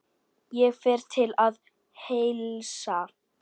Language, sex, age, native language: Icelandic, female, 9, Icelandic